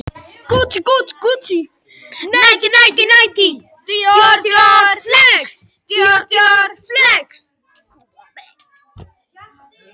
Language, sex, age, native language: Icelandic, male, 18-19, Icelandic